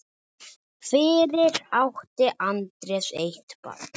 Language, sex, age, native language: Icelandic, male, 10, Icelandic